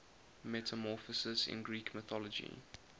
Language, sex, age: English, male, 20